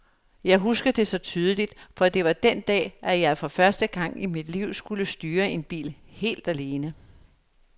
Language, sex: Danish, female